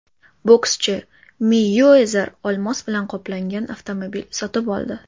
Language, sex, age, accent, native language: Uzbek, female, 18-24, Toshkent shahri, Uzbek